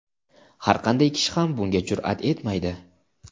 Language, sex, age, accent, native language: Uzbek, male, 19-29, Namangan, Uzbek